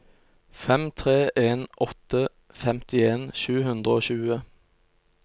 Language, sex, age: Norwegian, male, 29